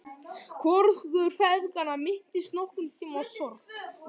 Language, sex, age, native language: Icelandic, male, 11, Icelandic